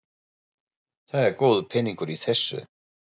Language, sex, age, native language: Icelandic, male, 40-49, German